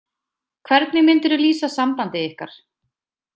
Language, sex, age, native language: Icelandic, female, 20-29, Icelandic